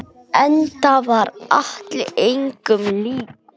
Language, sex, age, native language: Icelandic, male, 10, Icelandic